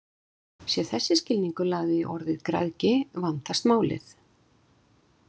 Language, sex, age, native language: Icelandic, female, 60-69, Icelandic